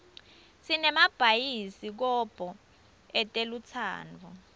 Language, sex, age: Swati, female, 24